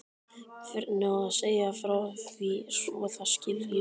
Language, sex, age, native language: Icelandic, male, 12, Icelandic